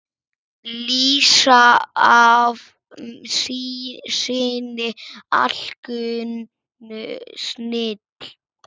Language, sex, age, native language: Icelandic, male, 6, Icelandic